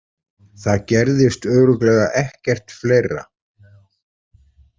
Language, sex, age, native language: Icelandic, male, 40-49, Icelandic